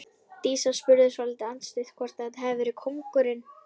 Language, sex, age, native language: Icelandic, female, 11, Icelandic